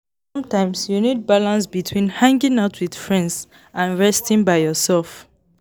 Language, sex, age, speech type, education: Nigerian Pidgin, female, 15-29, spontaneous, tertiary